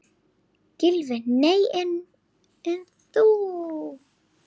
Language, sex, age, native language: Icelandic, female, 9, Icelandic